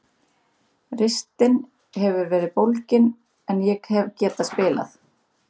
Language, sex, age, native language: Icelandic, female, 30-39, Icelandic